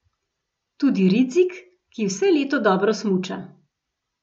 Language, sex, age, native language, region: Slovenian, female, 50-59, Slovenian, Gorenjska region